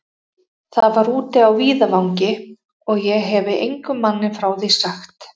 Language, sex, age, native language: Icelandic, female, 30-39, Icelandic